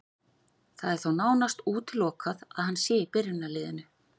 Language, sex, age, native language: Icelandic, female, 40-49, Icelandic